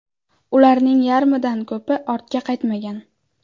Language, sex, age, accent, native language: Uzbek, female, under 19, Andijon, Uzbek